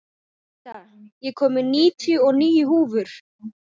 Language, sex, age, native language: Icelandic, male, 14, Icelandic